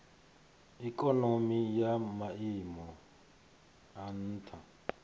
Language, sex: Venda, male